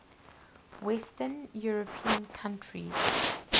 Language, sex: English, female